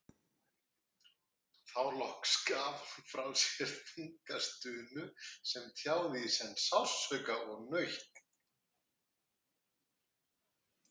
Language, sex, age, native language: Icelandic, male, 50-59, Icelandic